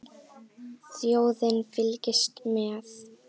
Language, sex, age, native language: Icelandic, female, 10, Icelandic